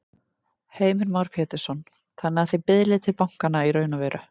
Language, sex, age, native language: Icelandic, female, 30-39, Icelandic